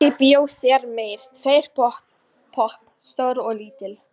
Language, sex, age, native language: Icelandic, female, 18-19, Polish